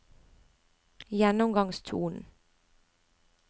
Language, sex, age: Norwegian, female, 25